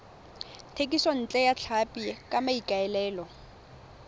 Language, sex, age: Tswana, female, 21